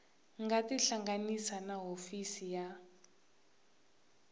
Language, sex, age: Tsonga, female, 21